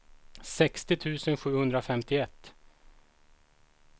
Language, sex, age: Swedish, male, 36